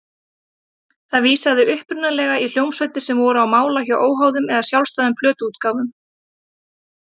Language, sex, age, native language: Icelandic, female, 30-39, Icelandic